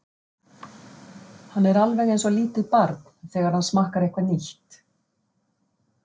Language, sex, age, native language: Icelandic, female, 50-59, Icelandic